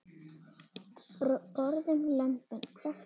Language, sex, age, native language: Icelandic, female, 9, Icelandic